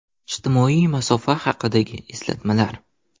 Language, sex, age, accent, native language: Uzbek, male, 12-17, Qoraqalpog'iston, Uzbek